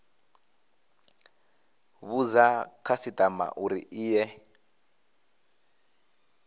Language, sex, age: Venda, male, 25